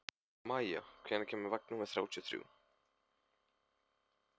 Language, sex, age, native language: Icelandic, male, 15, Icelandic